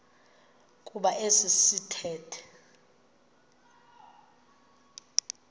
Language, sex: Xhosa, female